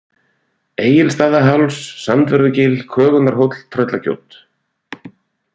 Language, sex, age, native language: Icelandic, male, 40-49, Icelandic